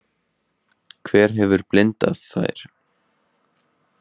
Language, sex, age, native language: Icelandic, male, 20-29, Icelandic